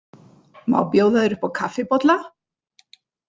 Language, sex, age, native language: Icelandic, female, 60-69, Icelandic